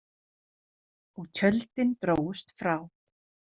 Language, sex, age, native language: Icelandic, female, 30-39, Icelandic